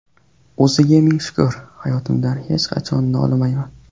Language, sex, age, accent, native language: Uzbek, male, 18-24, Qashqadaryo, Uzbek